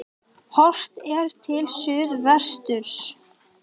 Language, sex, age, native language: Icelandic, female, 18-19, Icelandic